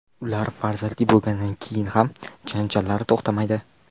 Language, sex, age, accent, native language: Uzbek, male, 18-24, Toshkent viloyati, Uzbek